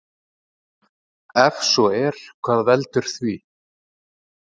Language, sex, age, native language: Icelandic, male, 30-39, Icelandic